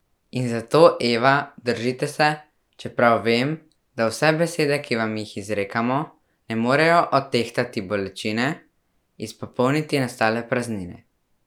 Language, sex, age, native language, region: Slovenian, male, 12-17, Slovenian, Central Slovenia